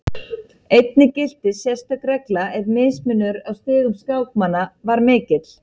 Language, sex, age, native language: Icelandic, female, 30-39, Icelandic